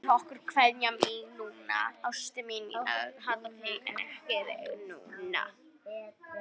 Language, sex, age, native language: Icelandic, female, 9, Icelandic